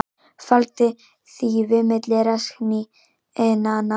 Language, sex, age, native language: Icelandic, female, 18-19, Icelandic